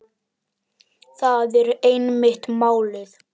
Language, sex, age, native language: Icelandic, male, 10, Icelandic